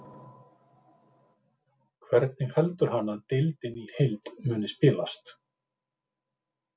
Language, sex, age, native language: Icelandic, male, 50-59, Icelandic